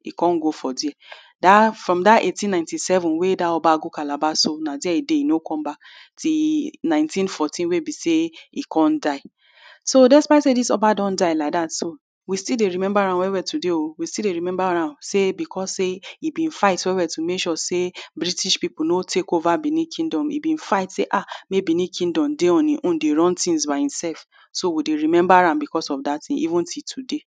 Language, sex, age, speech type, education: Nigerian Pidgin, female, 30-45, spontaneous, tertiary